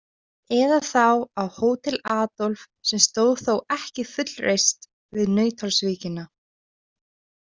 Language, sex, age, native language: Icelandic, female, 20-29, Icelandic